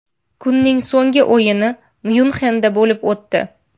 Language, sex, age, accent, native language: Uzbek, female, 18-24, Namangan, Uzbek